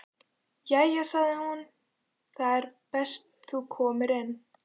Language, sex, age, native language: Icelandic, female, 14, Icelandic